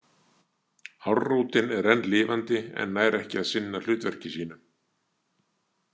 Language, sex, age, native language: Icelandic, male, 60-69, Icelandic